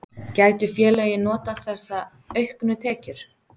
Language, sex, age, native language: Icelandic, female, 30-39, Icelandic